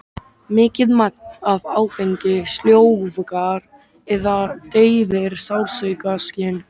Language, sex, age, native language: Icelandic, male, 13, Icelandic